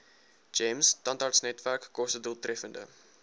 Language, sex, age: Afrikaans, male, 19